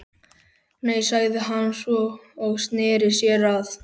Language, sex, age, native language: Icelandic, male, 12, Icelandic